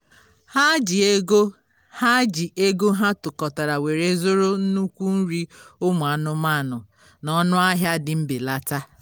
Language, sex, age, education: Igbo, female, 30-45, tertiary